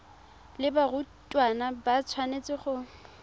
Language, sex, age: Tswana, female, 23